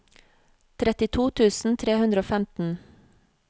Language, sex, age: Norwegian, female, 40